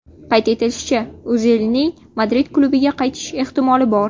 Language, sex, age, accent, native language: Uzbek, female, 18-24, Buxoro, Uzbek